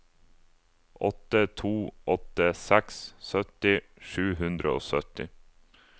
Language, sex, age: Norwegian, male, 28